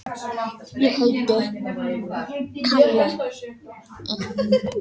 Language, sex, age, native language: Icelandic, female, 18-19, Danish